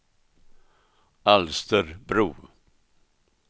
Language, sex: Swedish, male